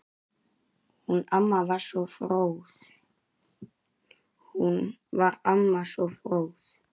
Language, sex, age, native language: Icelandic, male, 9, Icelandic